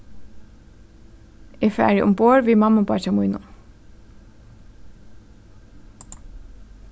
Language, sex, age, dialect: Faroese, female, 15-35, Suðurstreymoy